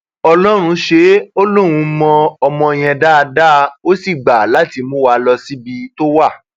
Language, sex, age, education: Yoruba, male, 30-45, tertiary